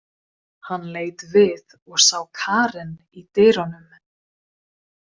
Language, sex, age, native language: Icelandic, female, 20-29, Swedish